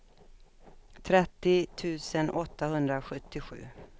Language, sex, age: Swedish, female, 56